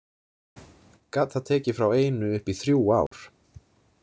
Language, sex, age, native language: Icelandic, male, 30-39, Icelandic